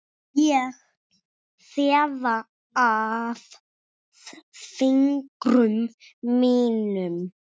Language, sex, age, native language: Icelandic, male, 6, Icelandic